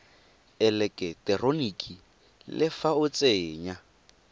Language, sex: Tswana, male